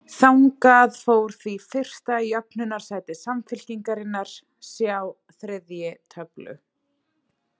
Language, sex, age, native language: Icelandic, female, 30-39, Icelandic